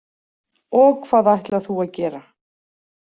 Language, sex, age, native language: Icelandic, female, 40-49, Icelandic